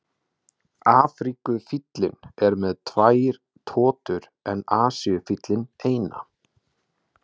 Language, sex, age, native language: Icelandic, male, 20-29, Icelandic